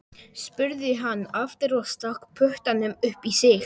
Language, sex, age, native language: Icelandic, male, 11, Polish